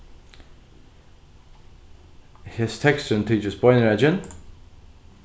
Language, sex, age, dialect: Faroese, male, 15-35, Norðuroyggjar